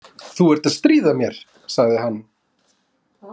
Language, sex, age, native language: Icelandic, male, 20-29, Icelandic